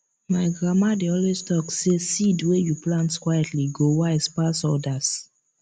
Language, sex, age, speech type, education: Nigerian Pidgin, female, 15-29, spontaneous, tertiary